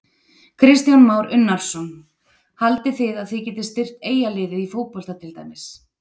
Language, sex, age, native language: Icelandic, female, 30-39, Icelandic